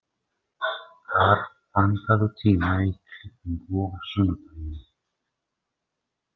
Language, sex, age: Icelandic, male, 40-49